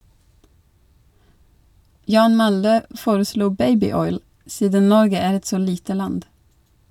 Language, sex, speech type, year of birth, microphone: Norwegian, female, read, 1982, Shure